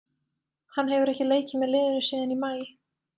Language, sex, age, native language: Icelandic, female, 20-29, Icelandic